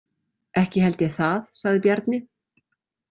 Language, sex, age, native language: Icelandic, female, 40-49, Icelandic